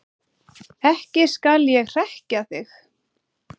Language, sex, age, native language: Icelandic, female, 8, Icelandic